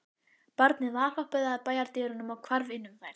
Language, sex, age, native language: Icelandic, female, 11, Icelandic